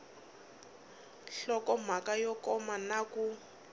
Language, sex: Tsonga, female